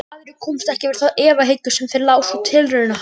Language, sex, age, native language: Icelandic, female, 60-69, Icelandic